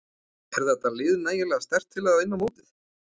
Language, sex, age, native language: Icelandic, male, 20-29, Icelandic